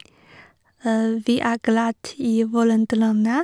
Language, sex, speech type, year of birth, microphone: Norwegian, female, spontaneous, 1986, Sennheiser